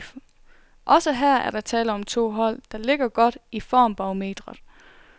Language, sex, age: Danish, female, 24